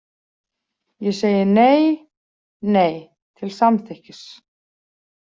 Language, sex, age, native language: Icelandic, female, 40-49, Icelandic